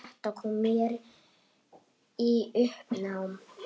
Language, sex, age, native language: Icelandic, male, 8, Icelandic